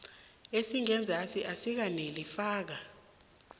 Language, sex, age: South Ndebele, female, 21